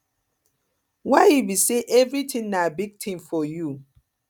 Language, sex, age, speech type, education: Nigerian Pidgin, female, 30-45, spontaneous, tertiary